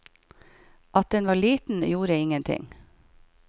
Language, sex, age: Norwegian, female, 51